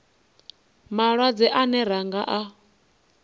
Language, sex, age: Venda, female, 19